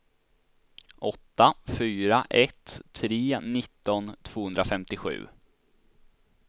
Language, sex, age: Swedish, male, 16